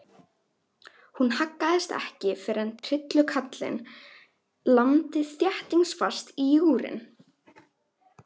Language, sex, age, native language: Icelandic, female, 11, Icelandic